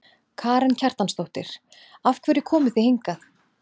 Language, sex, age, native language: Icelandic, female, 30-39, Icelandic